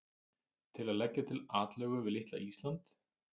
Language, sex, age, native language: Icelandic, male, 30-39, Icelandic